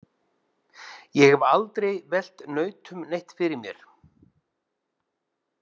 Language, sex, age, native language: Icelandic, male, 50-59, Icelandic